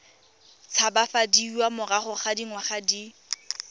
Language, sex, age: Tswana, female, 23